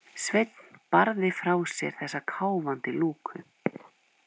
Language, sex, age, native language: Icelandic, female, 50-59, Icelandic